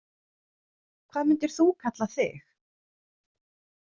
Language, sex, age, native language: Icelandic, female, 30-39, Icelandic